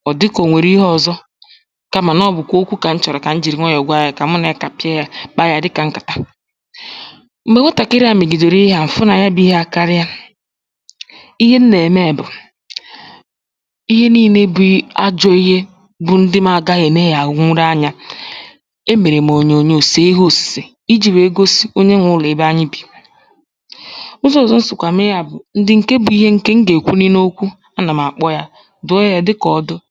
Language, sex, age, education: Igbo, female, 15-29, tertiary